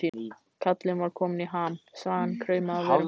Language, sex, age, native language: Icelandic, male, 14, Icelandic